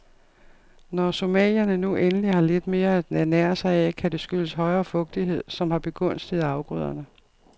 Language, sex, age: Danish, female, 52